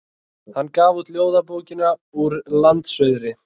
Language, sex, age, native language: Icelandic, male, 20-29, Icelandic